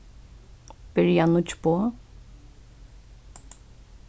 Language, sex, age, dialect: Faroese, female, 15-35, Suðurstreymoy